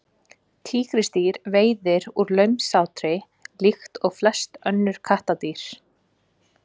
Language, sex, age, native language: Icelandic, female, 20-29, Icelandic